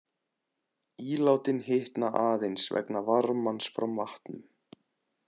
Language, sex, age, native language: Icelandic, male, 20-29, Icelandic